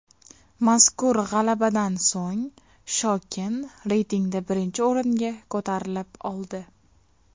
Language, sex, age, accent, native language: Uzbek, female, 19-29, Farg'ona, Uzbek